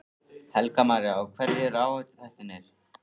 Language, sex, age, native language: Icelandic, male, 13, Icelandic